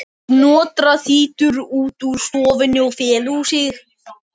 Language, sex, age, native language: Icelandic, male, 13, Icelandic